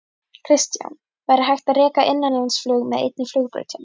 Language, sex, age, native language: Icelandic, female, 11, Icelandic